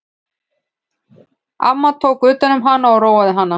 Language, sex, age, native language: Icelandic, female, 15, Icelandic